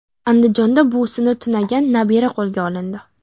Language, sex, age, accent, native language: Uzbek, female, 18-24, Farg'ona, Uzbek